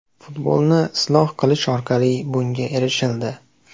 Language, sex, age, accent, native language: Uzbek, male, 18-24, Andijon, Uzbek